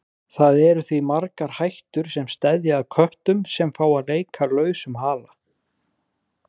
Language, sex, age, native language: Icelandic, male, 40-49, Icelandic